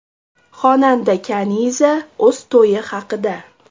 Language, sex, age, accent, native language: Uzbek, female, 25-34, Toshkent shahri, Uzbek